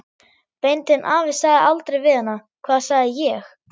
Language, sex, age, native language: Icelandic, female, 11, German